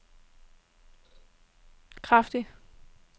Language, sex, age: Danish, female, 18